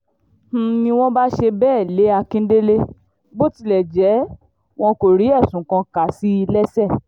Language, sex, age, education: Yoruba, female, 15-29, tertiary